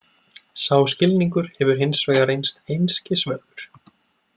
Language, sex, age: Icelandic, male, 20-29